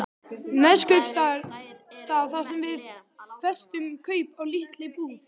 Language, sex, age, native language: Icelandic, male, 12, Icelandic